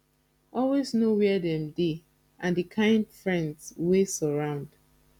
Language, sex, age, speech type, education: Nigerian Pidgin, female, 15-29, spontaneous, tertiary